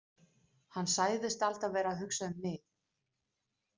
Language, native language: Icelandic, Danish